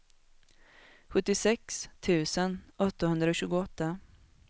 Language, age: Swedish, 21